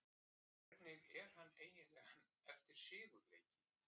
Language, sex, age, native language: Icelandic, male, 60-69, Icelandic